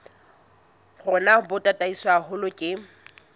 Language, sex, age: Southern Sotho, female, 19